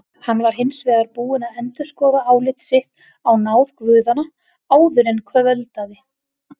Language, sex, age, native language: Icelandic, female, 30-39, Icelandic